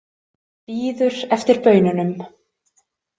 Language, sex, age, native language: Icelandic, female, 30-39, Icelandic